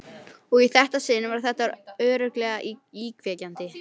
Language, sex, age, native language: Icelandic, female, 13, Icelandic